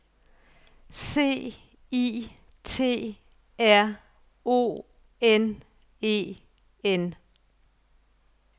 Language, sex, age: Danish, female, 55